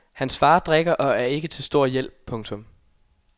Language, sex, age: Danish, male, 21